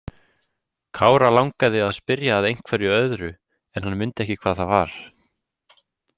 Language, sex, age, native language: Icelandic, male, 18-19, Icelandic